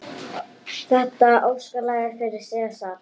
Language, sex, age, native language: Icelandic, female, 10, Icelandic